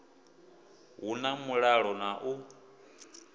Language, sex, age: Venda, male, 24